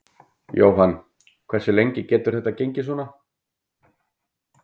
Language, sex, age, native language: Icelandic, male, 50-59, Icelandic